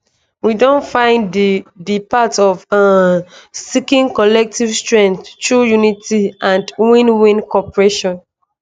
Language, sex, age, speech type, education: Nigerian Pidgin, female, 15-29, spontaneous, tertiary